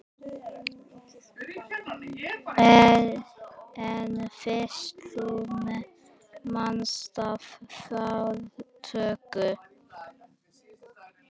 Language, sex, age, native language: Icelandic, female, 11, Icelandic